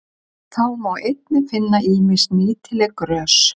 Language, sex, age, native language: Icelandic, male, 40-49, Icelandic